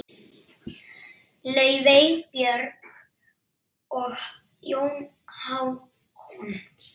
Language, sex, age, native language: Icelandic, male, 6, Icelandic